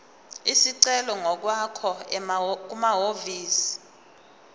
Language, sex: Zulu, female